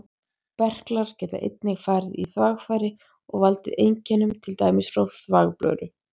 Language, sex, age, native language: Icelandic, female, 30-39, Icelandic